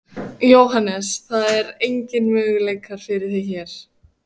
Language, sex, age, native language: Icelandic, female, 14, Icelandic